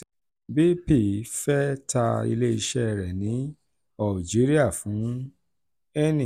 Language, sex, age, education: Yoruba, male, 46-60, tertiary